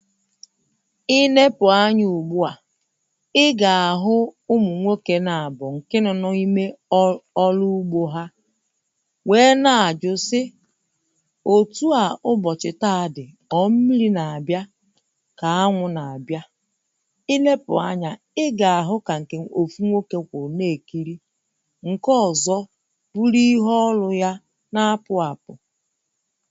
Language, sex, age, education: Igbo, female, 30-45, primary